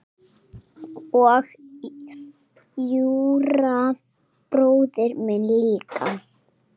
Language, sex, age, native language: Icelandic, female, 5, Icelandic